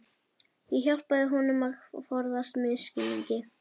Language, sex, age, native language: Icelandic, female, 11, Icelandic